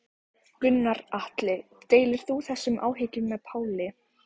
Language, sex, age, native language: Icelandic, female, 14, Icelandic